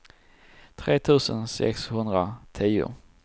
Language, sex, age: Swedish, male, 34